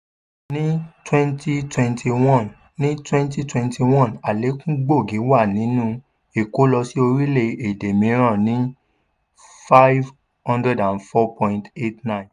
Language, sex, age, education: Yoruba, male, 15-29, tertiary